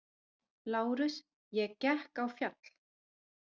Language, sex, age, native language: Icelandic, female, 40-49, Icelandic